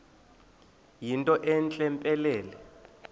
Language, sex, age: Xhosa, male, 20